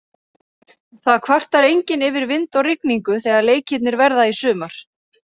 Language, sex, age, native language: Icelandic, female, 30-39, Icelandic